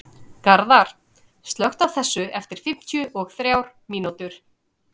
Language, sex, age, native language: Icelandic, female, 30-39, Icelandic